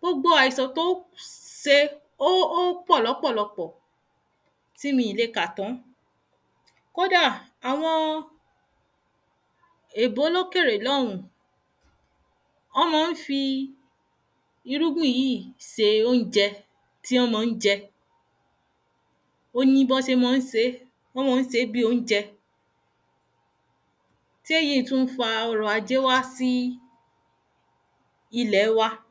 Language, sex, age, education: Yoruba, female, 30-45, tertiary